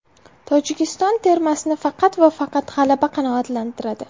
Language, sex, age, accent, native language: Uzbek, female, 18-24, Farg'ona, Uzbek